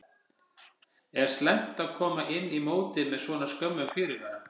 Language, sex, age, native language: Icelandic, male, 50-59, Icelandic